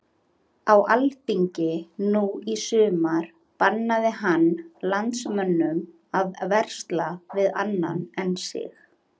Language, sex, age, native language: Icelandic, female, 30-39, Icelandic